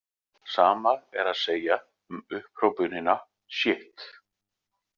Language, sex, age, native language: Icelandic, male, 40-49, Icelandic